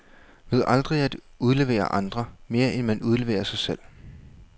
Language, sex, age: Danish, male, 21